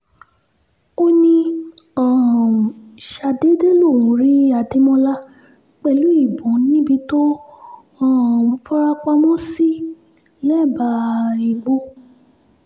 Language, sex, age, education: Yoruba, female, 15-29, tertiary